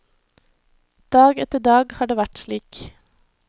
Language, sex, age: Norwegian, female, 21